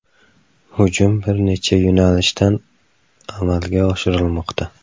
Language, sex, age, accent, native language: Uzbek, male, 25-34, Samarqand, Uzbek